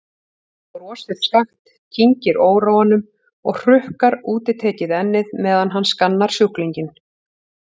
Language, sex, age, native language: Icelandic, female, 40-49, Icelandic